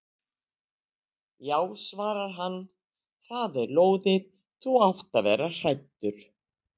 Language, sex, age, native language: Icelandic, female, 60-69, Icelandic